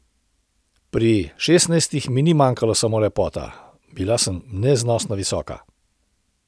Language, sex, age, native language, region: Slovenian, male, 60+, Slovenian, Central Slovenia